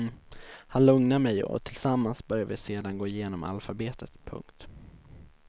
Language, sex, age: Swedish, male, 19